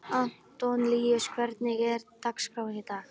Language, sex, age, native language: Icelandic, female, 12, Icelandic